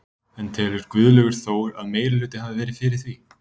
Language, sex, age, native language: Icelandic, male, 20-29, Icelandic